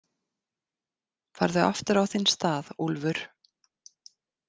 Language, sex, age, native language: Icelandic, female, 50-59, Icelandic